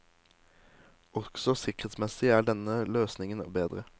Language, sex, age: Norwegian, male, 18